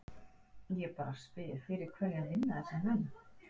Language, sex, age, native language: Icelandic, female, 40-49, Icelandic